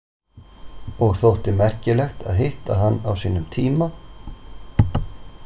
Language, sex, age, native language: Icelandic, male, 40-49, Icelandic